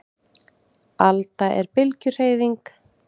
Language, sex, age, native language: Icelandic, female, 30-39, Icelandic